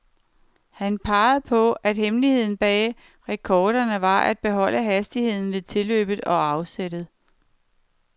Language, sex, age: Danish, female, 49